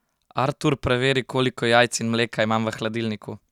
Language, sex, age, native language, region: Slovenian, male, 18-29, Slovenian, Central Slovenia